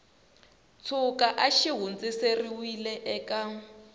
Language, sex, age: Tsonga, female, 20